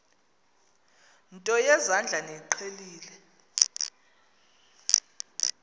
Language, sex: Xhosa, female